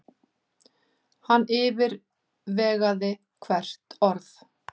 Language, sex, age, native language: Icelandic, female, 50-59, Icelandic